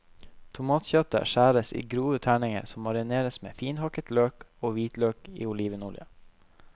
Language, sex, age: Norwegian, male, 21